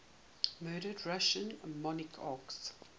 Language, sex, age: English, female, 18